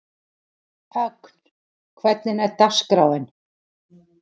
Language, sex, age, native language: Icelandic, female, 40-49, Icelandic